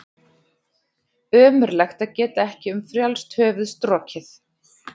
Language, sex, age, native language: Icelandic, male, 11, Icelandic